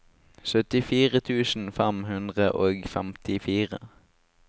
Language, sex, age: Norwegian, male, 18